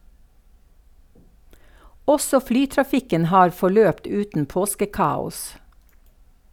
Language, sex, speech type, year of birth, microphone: Norwegian, female, read, 1952, Sennheiser